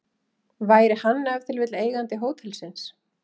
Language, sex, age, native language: Icelandic, female, 30-39, Icelandic